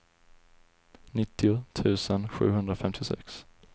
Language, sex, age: Swedish, male, 20